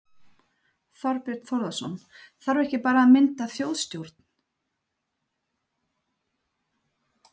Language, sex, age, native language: Icelandic, female, 30-39, Icelandic